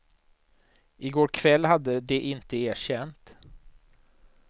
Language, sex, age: Swedish, male, 39